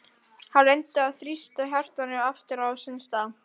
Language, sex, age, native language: Icelandic, female, 12, Icelandic